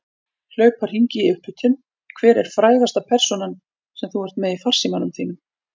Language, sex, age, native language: Icelandic, female, 40-49, Icelandic